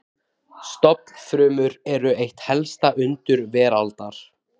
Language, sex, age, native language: Icelandic, male, 18-19, Icelandic